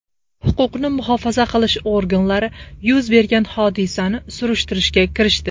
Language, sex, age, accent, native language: Uzbek, female, 19-29, Farg'ona, Uzbek